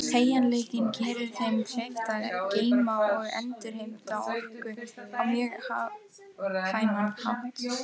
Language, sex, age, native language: Icelandic, female, 18-19, Icelandic